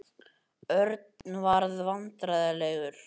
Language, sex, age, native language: Icelandic, male, 18-19, Icelandic